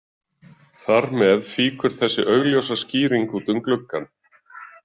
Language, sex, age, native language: Icelandic, male, 40-49, Icelandic